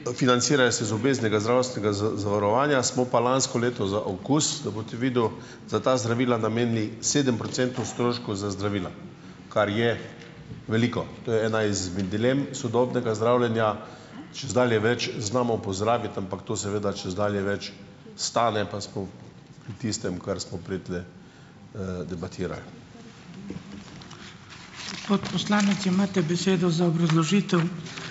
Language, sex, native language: Slovenian, male, Slovenian